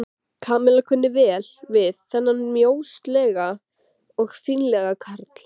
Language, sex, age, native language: Icelandic, female, 13, Icelandic